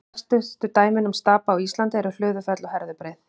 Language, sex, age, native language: Icelandic, female, 50-59, Icelandic